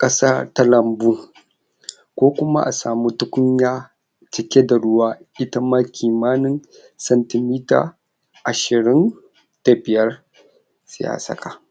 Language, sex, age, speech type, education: Hausa, male, 46-60, spontaneous, tertiary